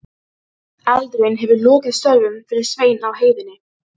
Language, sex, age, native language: Icelandic, female, 12, Icelandic